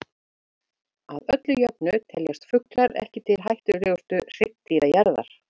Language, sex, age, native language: Icelandic, female, 50-59, Icelandic